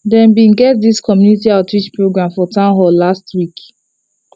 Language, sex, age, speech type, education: Nigerian Pidgin, female, 15-29, spontaneous, tertiary